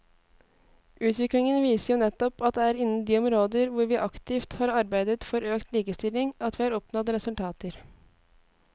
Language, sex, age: Norwegian, female, 18